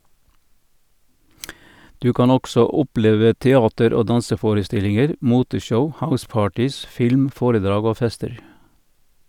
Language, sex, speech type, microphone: Norwegian, male, read, Sennheiser